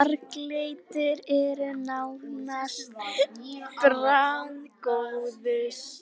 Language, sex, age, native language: Icelandic, other, 50-59, Icelandic